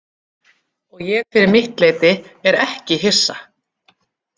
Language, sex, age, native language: Icelandic, female, 40-49, Icelandic